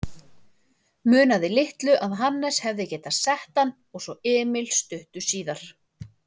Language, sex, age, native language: Icelandic, female, 30-39, Icelandic